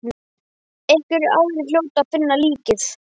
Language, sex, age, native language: Icelandic, male, 12, Icelandic